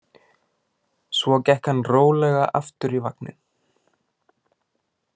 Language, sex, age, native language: Icelandic, male, 20-29, Icelandic